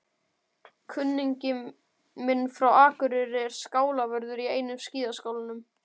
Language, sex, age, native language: Icelandic, male, 12, Icelandic